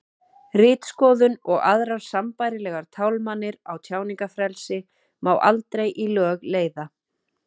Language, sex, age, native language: Icelandic, female, 30-39, Icelandic